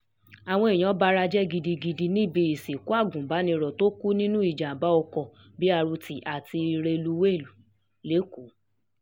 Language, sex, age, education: Yoruba, female, 15-29, tertiary